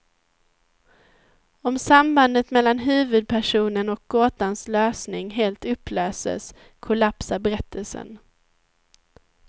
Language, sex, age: Swedish, female, 19